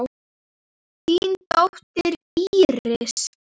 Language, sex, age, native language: Icelandic, female, 7, Icelandic